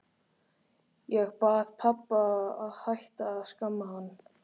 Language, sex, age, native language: Icelandic, male, 13, Icelandic